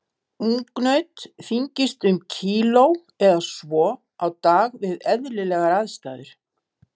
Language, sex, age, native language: Icelandic, female, 70-79, Icelandic